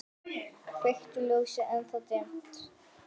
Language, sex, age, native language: Icelandic, female, 9, Icelandic